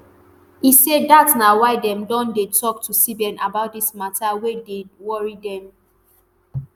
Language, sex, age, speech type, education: Nigerian Pidgin, male, 30-45, spontaneous, tertiary